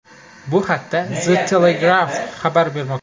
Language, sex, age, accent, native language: Uzbek, male, 18-24, Xorazm, Uzbek